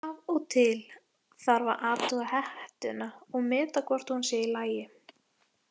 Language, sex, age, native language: Icelandic, female, 18-19, Icelandic